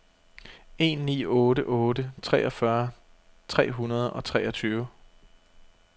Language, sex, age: Danish, male, 32